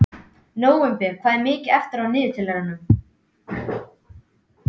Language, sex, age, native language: Icelandic, male, 12, Icelandic